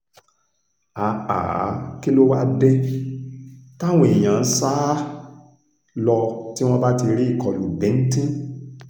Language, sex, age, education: Yoruba, male, 46-60, tertiary